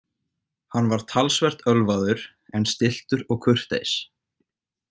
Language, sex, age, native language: Icelandic, male, 18-19, Icelandic